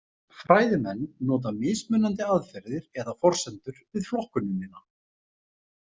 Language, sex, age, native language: Icelandic, male, 30-39, Icelandic